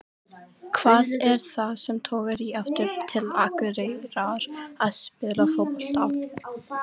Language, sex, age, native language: Icelandic, female, 18-19, Icelandic